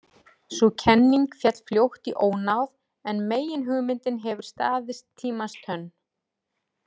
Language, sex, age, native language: Icelandic, female, 40-49, Icelandic